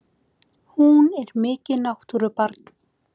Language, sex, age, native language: Icelandic, female, 18-19, Icelandic